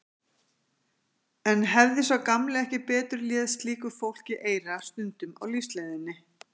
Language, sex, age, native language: Icelandic, female, 50-59, Icelandic